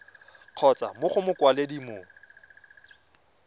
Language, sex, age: Tswana, male, 24